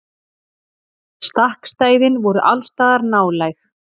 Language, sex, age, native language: Icelandic, female, 40-49, Icelandic